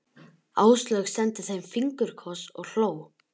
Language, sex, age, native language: Icelandic, male, 11, Icelandic